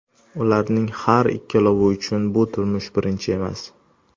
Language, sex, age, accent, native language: Uzbek, male, under 19, Toshkent shahri, Uzbek